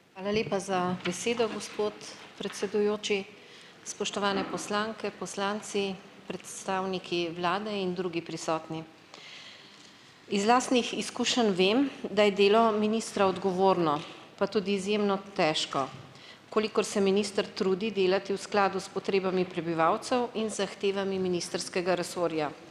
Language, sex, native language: Slovenian, female, Slovenian